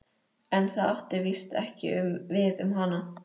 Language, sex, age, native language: Icelandic, female, 13, Icelandic